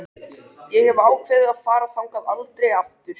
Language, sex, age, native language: Icelandic, male, 13, Icelandic